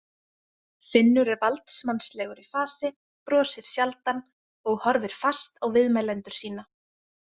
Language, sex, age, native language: Icelandic, female, 20-29, Icelandic